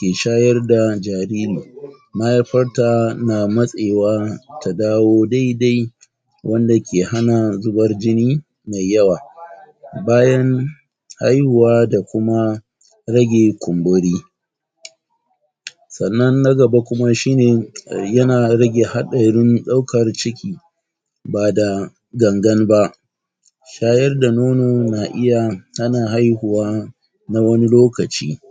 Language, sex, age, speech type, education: Hausa, male, 46-60, spontaneous, tertiary